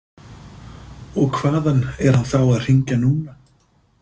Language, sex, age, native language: Icelandic, male, 50-59, Icelandic